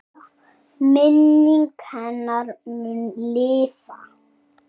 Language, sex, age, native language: Icelandic, male, 6, Icelandic